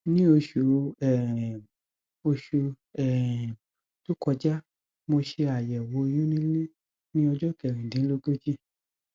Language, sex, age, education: Yoruba, male, 15-29, tertiary